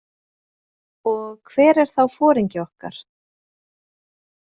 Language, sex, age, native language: Icelandic, female, 20-29, Icelandic